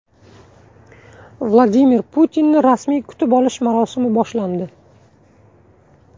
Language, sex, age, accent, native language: Uzbek, male, 18-24, Buxoro, Uzbek